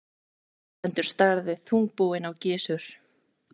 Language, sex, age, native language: Icelandic, female, 20-29, Icelandic